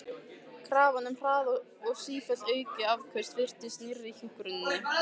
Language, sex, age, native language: Icelandic, female, 15, Icelandic